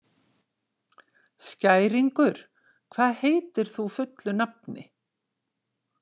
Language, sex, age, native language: Icelandic, female, 60-69, Icelandic